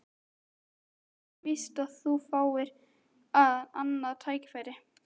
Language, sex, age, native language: Icelandic, female, 13, Icelandic